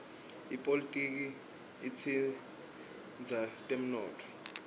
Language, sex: Swati, male